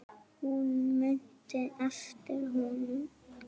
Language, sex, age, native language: Icelandic, female, 7, Icelandic